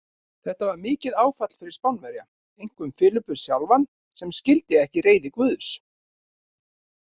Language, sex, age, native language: Icelandic, male, 40-49, Icelandic